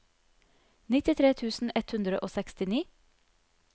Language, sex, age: Norwegian, female, 30